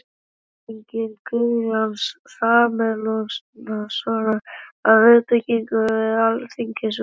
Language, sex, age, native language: Icelandic, male, 12, Icelandic